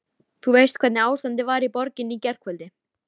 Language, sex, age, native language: Icelandic, female, 13, Icelandic